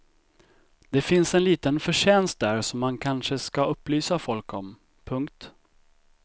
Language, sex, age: Swedish, male, 25